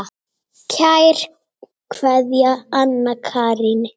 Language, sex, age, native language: Icelandic, female, 8, Icelandic